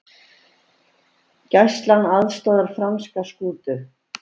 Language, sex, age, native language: Icelandic, female, 70-79, Icelandic